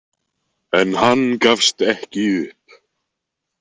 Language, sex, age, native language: Icelandic, male, 20-29, Icelandic